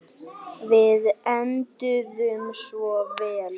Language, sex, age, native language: Icelandic, male, 9, Icelandic